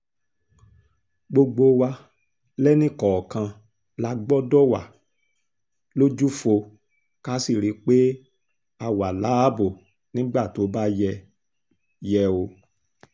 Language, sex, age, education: Yoruba, male, 46-60, tertiary